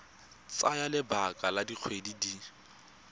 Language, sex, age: Tswana, male, 21